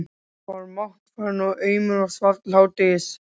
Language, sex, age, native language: Icelandic, male, 13, Icelandic